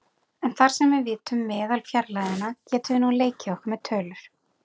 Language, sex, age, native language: Icelandic, female, 40-49, Icelandic